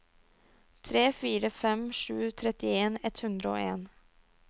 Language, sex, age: Norwegian, female, 22